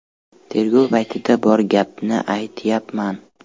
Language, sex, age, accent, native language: Uzbek, male, 12-17, Toshkent viloyati, Uzbek